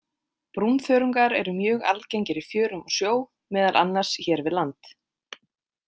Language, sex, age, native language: Icelandic, female, 20-29, Icelandic